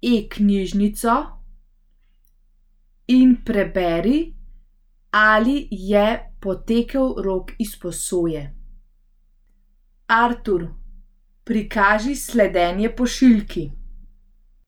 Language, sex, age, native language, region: Slovenian, female, 18-29, Slovenian, Central Slovenia